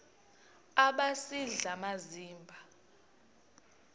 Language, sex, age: Xhosa, female, 38